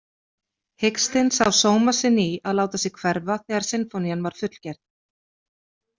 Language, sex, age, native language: Icelandic, female, 40-49, Icelandic